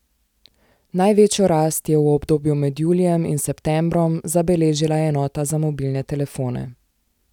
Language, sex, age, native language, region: Slovenian, female, 18-29, Slovenian, Zasavska region